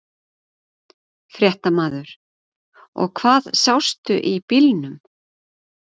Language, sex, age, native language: Icelandic, female, 40-49, Icelandic